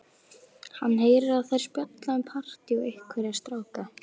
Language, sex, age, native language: Icelandic, female, 11, Icelandic